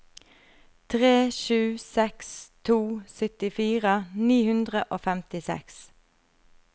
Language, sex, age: Norwegian, female, 33